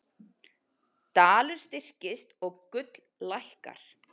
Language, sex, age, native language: Icelandic, female, 40-49, Icelandic